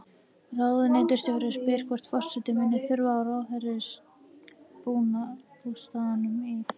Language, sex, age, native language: Icelandic, female, 13, Icelandic